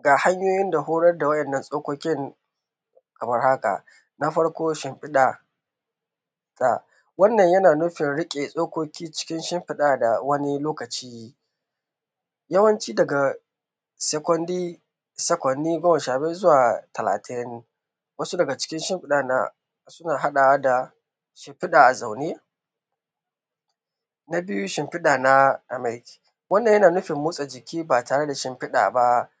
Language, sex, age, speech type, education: Hausa, male, 15-29, spontaneous, tertiary